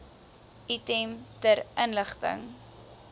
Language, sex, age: Afrikaans, female, 20